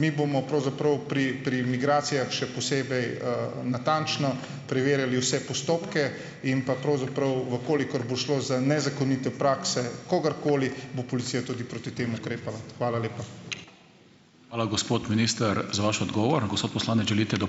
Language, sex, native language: Slovenian, male, Slovenian